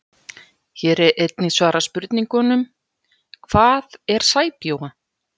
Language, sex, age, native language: Icelandic, female, 40-49, Icelandic